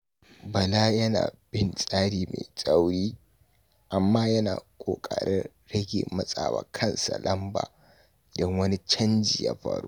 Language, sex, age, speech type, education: Hausa, male, 46-60, read, tertiary